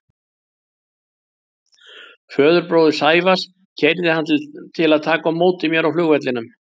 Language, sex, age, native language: Icelandic, male, 60-69, Icelandic